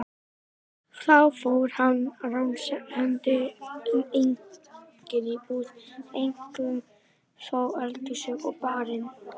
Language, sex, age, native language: Icelandic, male, 18-19, Icelandic